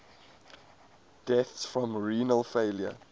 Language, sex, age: English, male, 22